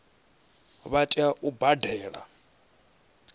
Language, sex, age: Venda, male, 19